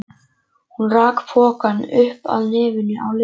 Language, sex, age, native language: Icelandic, male, 11, Icelandic